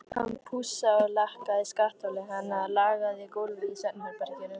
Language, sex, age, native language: Icelandic, female, 13, Icelandic